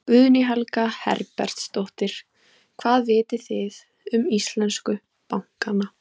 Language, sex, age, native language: Icelandic, female, 20-29, Icelandic